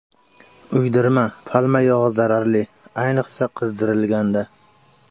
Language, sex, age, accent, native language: Uzbek, male, 18-24, Surxondaryo, Uzbek